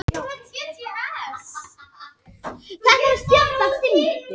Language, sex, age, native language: Icelandic, male, 18-19, Icelandic